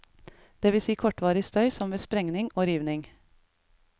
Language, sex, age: Norwegian, female, 33